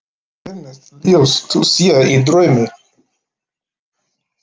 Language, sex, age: Icelandic, male, 50-59